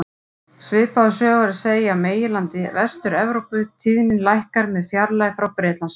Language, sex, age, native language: Icelandic, female, 40-49, Icelandic